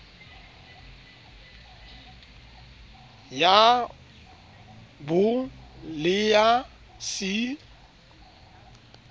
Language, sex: Southern Sotho, male